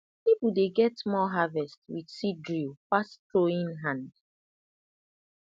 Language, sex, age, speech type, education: Nigerian Pidgin, female, 30-45, spontaneous, tertiary